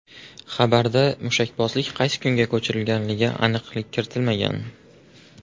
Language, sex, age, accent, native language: Uzbek, male, 18-24, Farg'ona, Uzbek